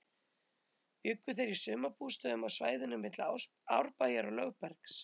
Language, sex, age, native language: Icelandic, female, 30-39, Icelandic